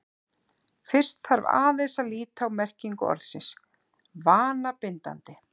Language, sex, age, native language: Icelandic, female, 50-59, Icelandic